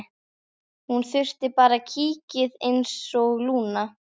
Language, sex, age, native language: Icelandic, female, 12, Icelandic